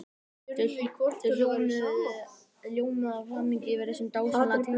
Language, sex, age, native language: Icelandic, male, 12, Icelandic